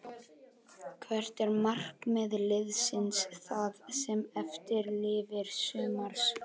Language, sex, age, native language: Icelandic, male, 12, Icelandic